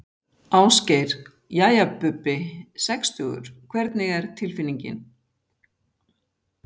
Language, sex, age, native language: Icelandic, female, 60-69, Icelandic